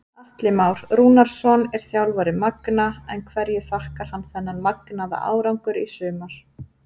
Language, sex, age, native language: Icelandic, female, 30-39, Icelandic